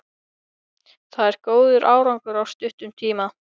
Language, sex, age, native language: Icelandic, male, 13, Icelandic